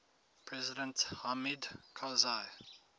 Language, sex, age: English, male, 19